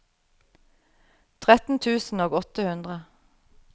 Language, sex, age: Norwegian, female, 38